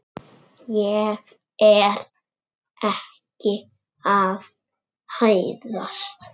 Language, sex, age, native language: Icelandic, male, 6, Icelandic